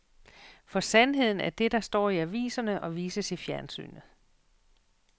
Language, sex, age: Danish, female, 48